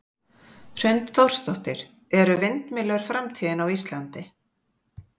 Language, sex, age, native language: Icelandic, female, 50-59, Icelandic